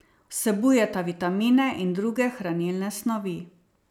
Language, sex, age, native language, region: Slovenian, female, 50-59, Slovenian, Savinja region